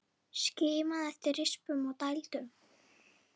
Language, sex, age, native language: Icelandic, female, 8, Icelandic